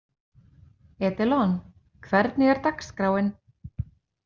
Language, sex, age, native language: Icelandic, female, 30-39, Icelandic